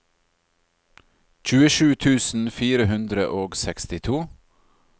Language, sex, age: Norwegian, male, 40